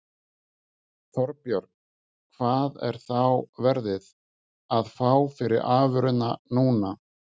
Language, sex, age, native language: Icelandic, male, 50-59, Icelandic